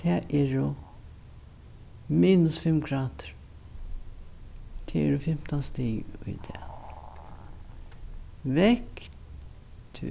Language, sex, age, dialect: Faroese, female, 61+, Norðurstreymoy/Eysturoy